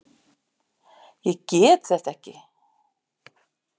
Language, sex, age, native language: Icelandic, female, 50-59, Icelandic